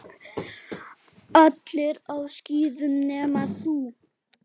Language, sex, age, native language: Icelandic, male, 8, Icelandic